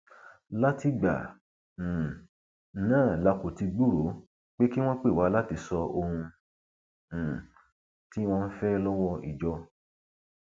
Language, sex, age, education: Yoruba, male, 30-45, tertiary